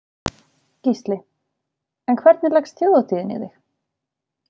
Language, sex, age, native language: Icelandic, female, 30-39, Icelandic